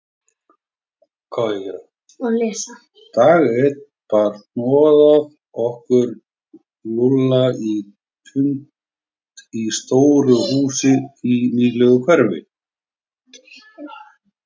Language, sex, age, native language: Icelandic, male, 40-49, Icelandic